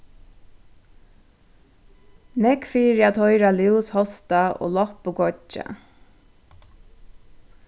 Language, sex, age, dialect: Faroese, female, 36-60, Suðurstreymoy